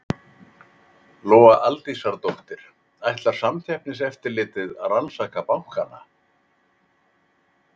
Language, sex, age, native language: Icelandic, male, 80-89, Icelandic